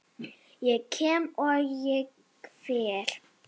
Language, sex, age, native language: Icelandic, female, 7, Danish